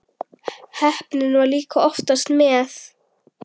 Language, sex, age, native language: Icelandic, female, 10, Icelandic